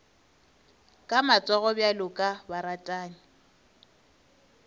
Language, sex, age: Northern Sotho, female, 23